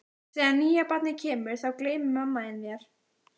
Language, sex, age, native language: Icelandic, female, 14, Icelandic